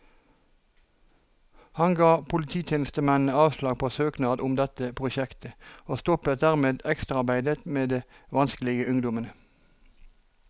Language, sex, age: Norwegian, male, 43